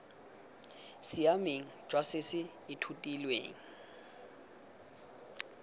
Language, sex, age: Tswana, male, 20